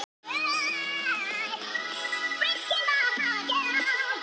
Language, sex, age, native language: Icelandic, female, 18-19, Thai